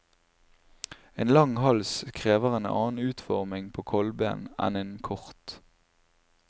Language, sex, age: Norwegian, male, 24